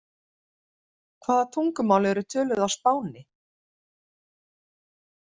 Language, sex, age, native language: Icelandic, female, 50-59, Icelandic